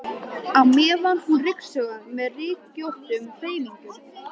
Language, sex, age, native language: Icelandic, female, 13, Icelandic